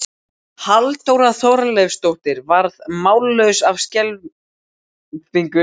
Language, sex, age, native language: Icelandic, male, 12, Icelandic